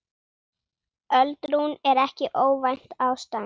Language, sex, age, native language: Icelandic, female, 8, Icelandic